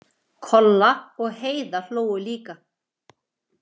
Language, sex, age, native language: Icelandic, female, 40-49, Icelandic